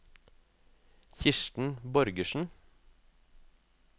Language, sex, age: Norwegian, male, 36